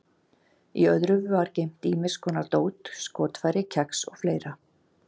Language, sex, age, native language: Icelandic, female, 40-49, Icelandic